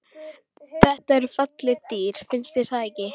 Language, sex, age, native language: Icelandic, female, 12, Icelandic